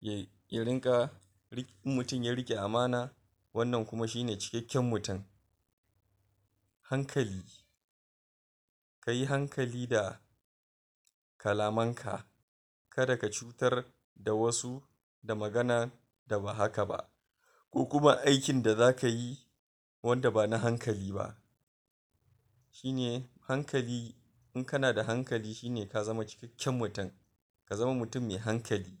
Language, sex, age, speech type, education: Hausa, male, 46-60, spontaneous, tertiary